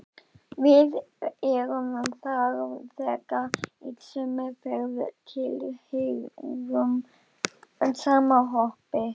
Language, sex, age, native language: Icelandic, female, 12, Icelandic